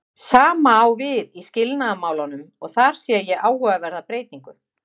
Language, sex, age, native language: Icelandic, female, 50-59, Icelandic